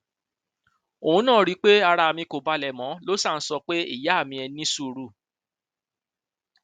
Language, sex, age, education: Yoruba, male, 30-45, tertiary